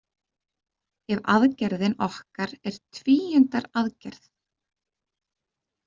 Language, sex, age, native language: Icelandic, female, 30-39, Icelandic